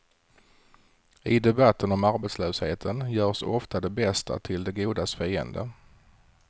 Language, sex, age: Swedish, male, 40